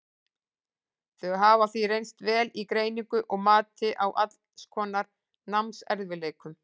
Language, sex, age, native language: Icelandic, female, 40-49, Icelandic